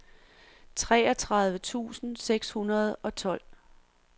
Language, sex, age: Danish, female, 46